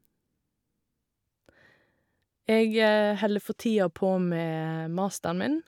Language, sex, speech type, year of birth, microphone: Norwegian, female, spontaneous, 1985, Shure